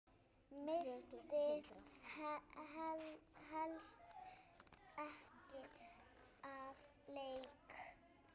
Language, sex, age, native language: Icelandic, female, 9, Icelandic